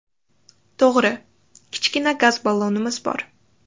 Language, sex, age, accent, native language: Uzbek, female, under 19, Toshkent shahri, Uzbek